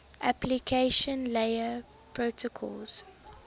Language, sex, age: English, female, 23